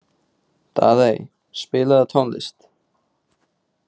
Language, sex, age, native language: Icelandic, male, 20-29, Icelandic